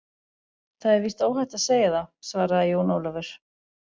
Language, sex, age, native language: Icelandic, other, 40-49, Icelandic